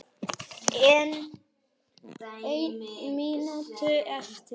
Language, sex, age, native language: Icelandic, male, 10, Icelandic